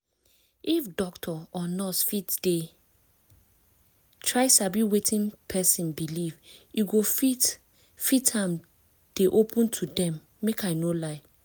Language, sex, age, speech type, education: Nigerian Pidgin, female, 15-29, spontaneous, tertiary